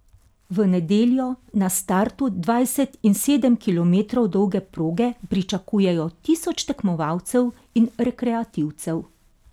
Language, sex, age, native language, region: Slovenian, female, 50-59, Slovenian, Carinthia region